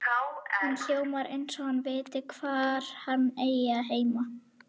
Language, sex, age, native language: Icelandic, female, 11, Icelandic